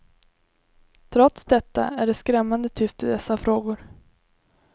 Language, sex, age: Swedish, female, 21